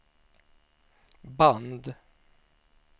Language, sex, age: Swedish, male, 49